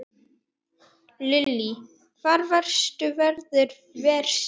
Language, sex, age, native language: Icelandic, male, 9, Icelandic